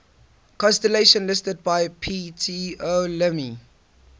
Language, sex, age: English, male, 18